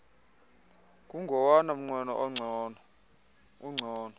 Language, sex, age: Xhosa, male, 24